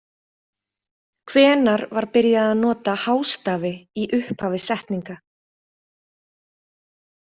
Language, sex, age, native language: Icelandic, female, 30-39, Icelandic